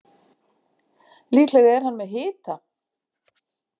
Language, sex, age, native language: Icelandic, female, 50-59, Icelandic